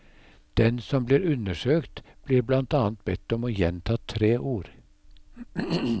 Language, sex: Norwegian, male